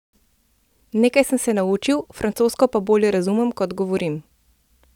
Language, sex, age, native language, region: Slovenian, female, 30-49, Slovenian, Central Slovenia